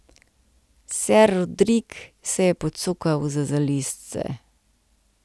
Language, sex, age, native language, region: Slovenian, female, 30-49, Slovenian, Central Slovenia